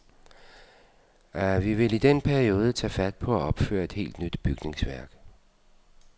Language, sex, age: Danish, male, 52